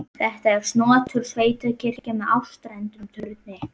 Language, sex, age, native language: Icelandic, female, 11, Icelandic